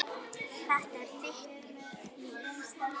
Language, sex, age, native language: Icelandic, female, 10, Icelandic